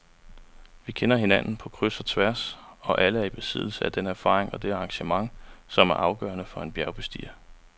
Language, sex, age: Danish, male, 35